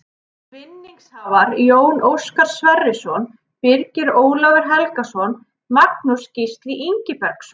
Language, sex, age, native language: Icelandic, female, 30-39, Icelandic